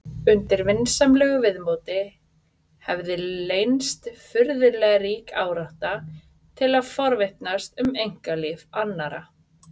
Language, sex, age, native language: Icelandic, female, 30-39, Icelandic